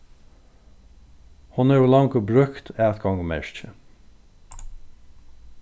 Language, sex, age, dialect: Faroese, male, 36-60, Norðurstreymoy/Eysturoy